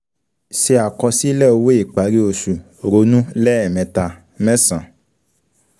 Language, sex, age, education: Yoruba, male, 15-29, secondary